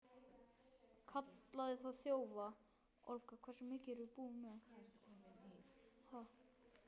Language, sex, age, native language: Icelandic, male, 9, Icelandic